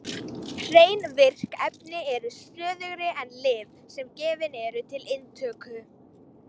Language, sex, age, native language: Icelandic, female, 18-19, Icelandic